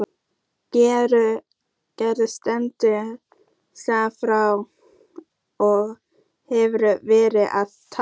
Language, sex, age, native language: Icelandic, female, 14, Icelandic